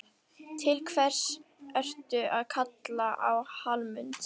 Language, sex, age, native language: Icelandic, female, 11, Icelandic